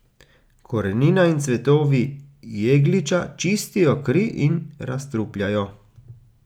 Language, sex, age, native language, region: Slovenian, male, 30-49, Slovenian, Gorica region